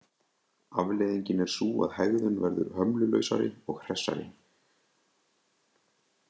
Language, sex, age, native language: Icelandic, male, 20-29, Icelandic